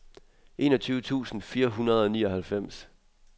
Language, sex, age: Danish, male, 23